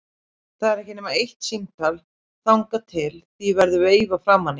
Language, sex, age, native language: Icelandic, female, 30-39, Icelandic